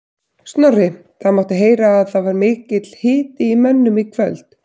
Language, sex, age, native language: Icelandic, female, 30-39, Icelandic